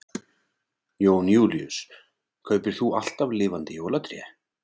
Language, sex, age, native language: Icelandic, male, 40-49, Icelandic